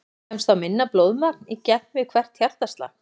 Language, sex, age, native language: Icelandic, female, 14, Icelandic